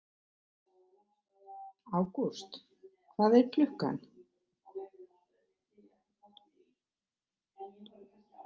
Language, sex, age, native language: Icelandic, female, 60-69, Icelandic